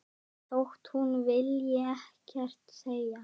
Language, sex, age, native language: Icelandic, male, 10, Icelandic